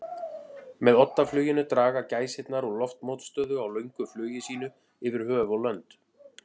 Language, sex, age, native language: Icelandic, male, 40-49, Icelandic